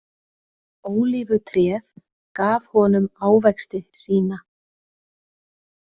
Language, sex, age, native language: Icelandic, female, 30-39, Icelandic